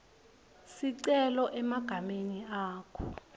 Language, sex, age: Swati, female, 21